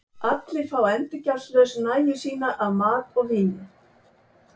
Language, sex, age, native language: Icelandic, female, 70-79, Icelandic